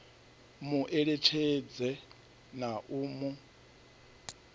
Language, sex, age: Venda, male, 39